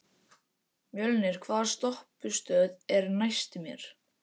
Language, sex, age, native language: Icelandic, male, 18-19, Icelandic